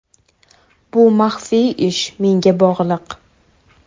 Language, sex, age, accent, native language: Uzbek, female, 18-24, Toshkent viloyati, Uzbek